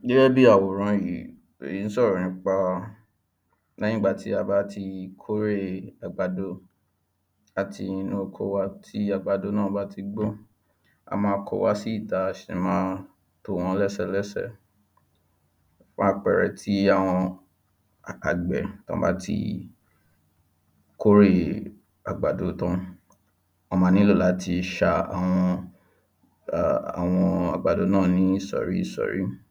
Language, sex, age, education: Yoruba, male, 15-29, tertiary